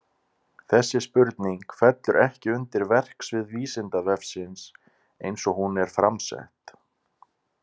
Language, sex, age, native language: Icelandic, male, 30-39, Icelandic